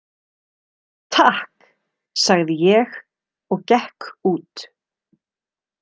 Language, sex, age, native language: Icelandic, female, 30-39, Icelandic